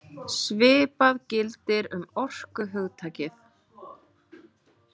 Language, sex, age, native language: Icelandic, female, 20-29, Icelandic